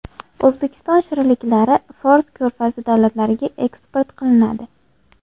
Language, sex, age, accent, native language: Uzbek, female, 18-24, Andijon, Uzbek